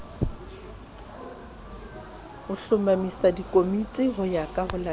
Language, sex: Southern Sotho, female